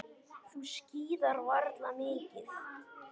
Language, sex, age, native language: Icelandic, male, 10, Icelandic